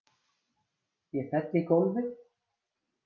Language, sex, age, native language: Icelandic, female, 50-59, Icelandic